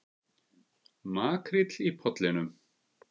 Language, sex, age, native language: Icelandic, male, 50-59, Icelandic